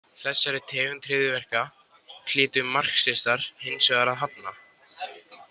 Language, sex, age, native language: Icelandic, male, 18-19, Icelandic